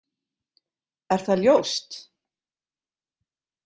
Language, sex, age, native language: Icelandic, female, 40-49, Icelandic